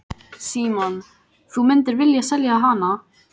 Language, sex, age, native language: Icelandic, female, 14, Icelandic